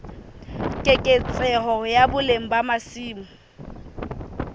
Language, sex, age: Southern Sotho, female, 24